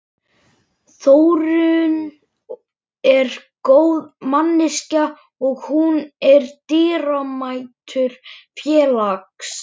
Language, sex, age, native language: Icelandic, male, 11, Icelandic